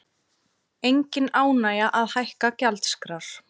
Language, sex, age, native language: Icelandic, female, 30-39, Icelandic